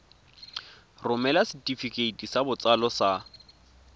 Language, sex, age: Tswana, male, 22